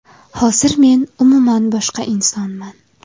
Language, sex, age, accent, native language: Uzbek, female, under 19, Jizzax, Uzbek